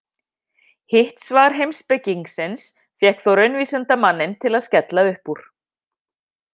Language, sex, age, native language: Icelandic, female, 50-59, Icelandic